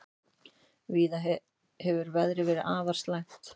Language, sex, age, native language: Icelandic, female, 30-39, Icelandic